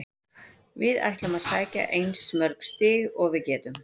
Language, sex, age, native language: Icelandic, female, 40-49, Icelandic